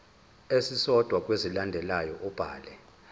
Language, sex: Zulu, male